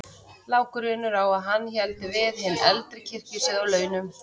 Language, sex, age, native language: Icelandic, female, 30-39, Icelandic